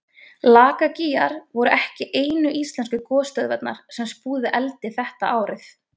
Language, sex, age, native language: Icelandic, female, 20-29, Icelandic